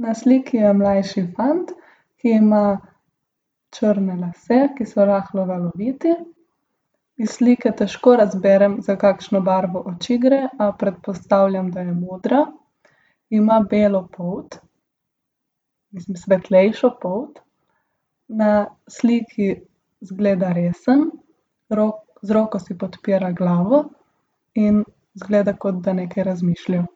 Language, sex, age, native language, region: Slovenian, female, 18-29, Slovenian, Gorica region